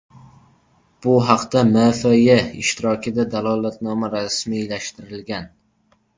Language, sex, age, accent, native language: Uzbek, male, 12-17, Jizzax, Uzbek